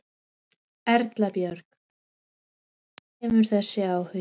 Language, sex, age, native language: Icelandic, female, 13, Icelandic